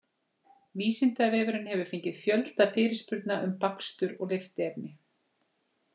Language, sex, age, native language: Icelandic, female, 40-49, Icelandic